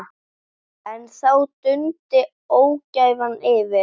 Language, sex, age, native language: Icelandic, female, 10, Icelandic